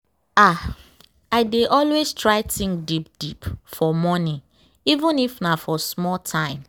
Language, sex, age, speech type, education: Nigerian Pidgin, female, 15-29, spontaneous, tertiary